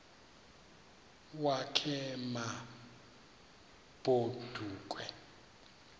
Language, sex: Xhosa, male